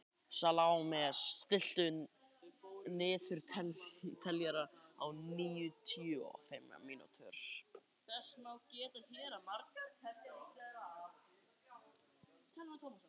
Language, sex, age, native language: Icelandic, male, 11, Icelandic